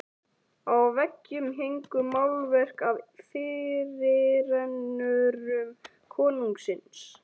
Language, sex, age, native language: Icelandic, male, 11, Icelandic